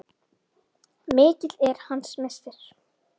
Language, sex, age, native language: Icelandic, female, 10, Icelandic